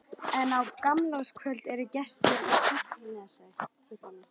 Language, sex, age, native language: Icelandic, female, 13, Icelandic